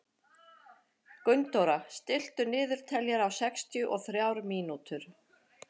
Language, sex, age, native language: Icelandic, female, 50-59, Icelandic